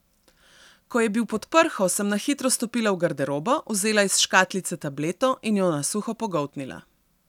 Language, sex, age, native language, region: Slovenian, female, 30-49, Slovenian, Central Slovenia